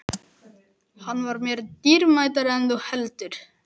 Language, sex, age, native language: Icelandic, male, 11, Icelandic